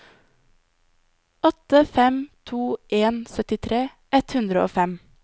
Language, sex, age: Norwegian, female, 20